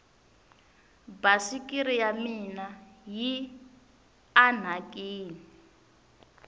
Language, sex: Tsonga, female